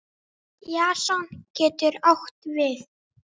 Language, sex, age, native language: Icelandic, male, 9, Icelandic